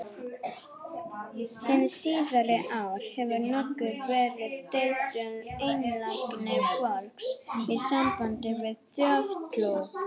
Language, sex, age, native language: Icelandic, female, 40-49, Icelandic